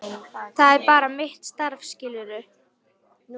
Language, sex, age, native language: Icelandic, female, 13, Icelandic